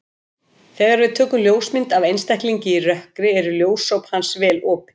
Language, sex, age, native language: Icelandic, female, 50-59, Icelandic